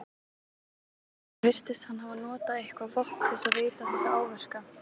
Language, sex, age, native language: Icelandic, female, 18-19, Icelandic